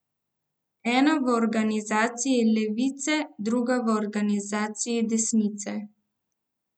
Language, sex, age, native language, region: Slovenian, female, 18-29, Slovenian, Central Slovenia